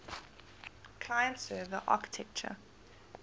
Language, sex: English, female